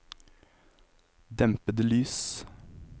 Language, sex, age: Norwegian, male, 23